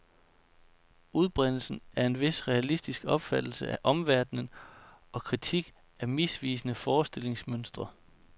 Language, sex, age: Danish, male, 29